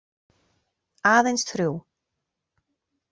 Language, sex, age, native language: Icelandic, female, 40-49, Icelandic